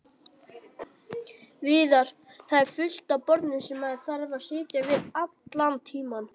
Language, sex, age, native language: Icelandic, male, 18-19, Icelandic